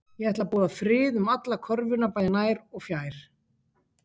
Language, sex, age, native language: Icelandic, female, 50-59, Icelandic